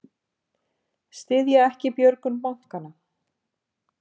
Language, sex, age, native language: Icelandic, female, 50-59, Icelandic